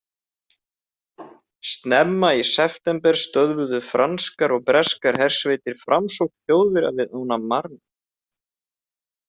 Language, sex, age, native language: Icelandic, male, 30-39, Icelandic